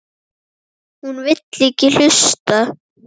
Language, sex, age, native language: Icelandic, female, 7, Icelandic